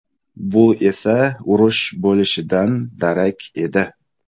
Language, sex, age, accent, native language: Uzbek, male, 25-34, Samarqand, Uzbek